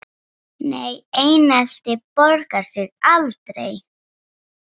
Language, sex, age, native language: Icelandic, female, 7, Icelandic